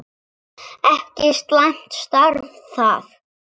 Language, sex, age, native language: Icelandic, male, 7, Icelandic